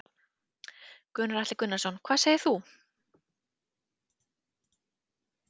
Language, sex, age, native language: Icelandic, female, 30-39, Icelandic